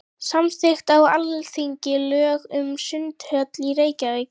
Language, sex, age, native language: Icelandic, female, 11, Icelandic